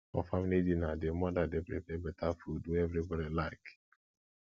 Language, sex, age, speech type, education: Nigerian Pidgin, male, 15-29, spontaneous, tertiary